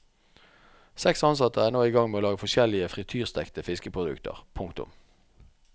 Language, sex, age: Norwegian, male, 44